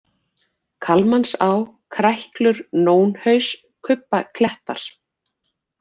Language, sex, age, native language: Icelandic, female, 40-49, Icelandic